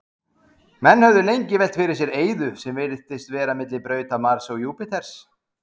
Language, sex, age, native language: Icelandic, male, 40-49, Icelandic